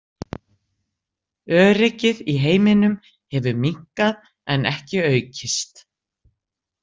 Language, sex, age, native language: Icelandic, female, 60-69, Icelandic